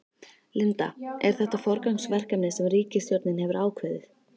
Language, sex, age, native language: Icelandic, female, 13, Icelandic